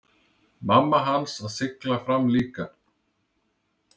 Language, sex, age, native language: Icelandic, male, 30-39, Icelandic